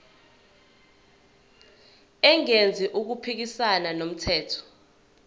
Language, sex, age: Zulu, female, 21